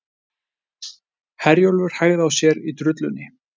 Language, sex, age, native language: Icelandic, male, 20-29, Icelandic